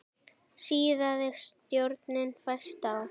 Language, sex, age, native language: Icelandic, female, 10, Icelandic